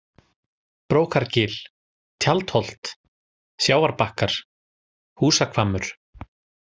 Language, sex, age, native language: Icelandic, male, 40-49, Icelandic